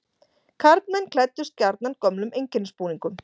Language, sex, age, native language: Icelandic, female, 40-49, Icelandic